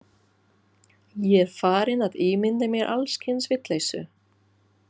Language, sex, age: Icelandic, female, 40-49